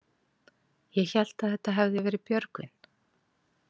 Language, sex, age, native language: Icelandic, female, 40-49, Icelandic